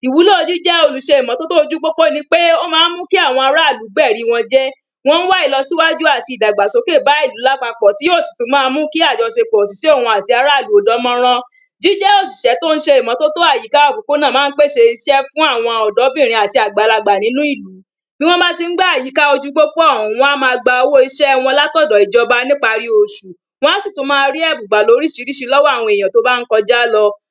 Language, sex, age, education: Yoruba, female, 30-45, primary